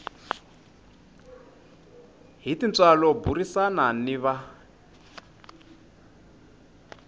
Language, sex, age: Tsonga, male, 25